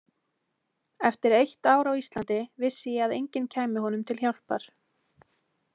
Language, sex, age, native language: Icelandic, female, 20-29, Icelandic